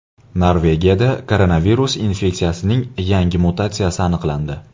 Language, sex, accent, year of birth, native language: Uzbek, male, Andijon, 1999, Uzbek